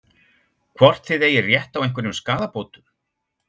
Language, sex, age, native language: Icelandic, male, 60-69, Icelandic